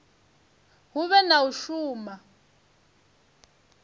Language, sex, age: Venda, female, 23